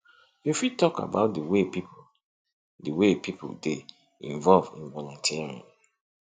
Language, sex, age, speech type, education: Nigerian Pidgin, male, 30-45, spontaneous, tertiary